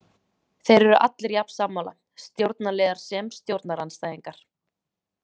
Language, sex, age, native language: Icelandic, female, 20-29, Icelandic